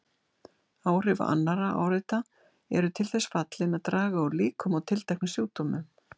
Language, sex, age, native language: Icelandic, female, 60-69, Icelandic